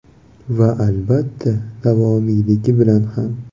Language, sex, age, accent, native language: Uzbek, male, 18-24, Toshkent viloyati, Uzbek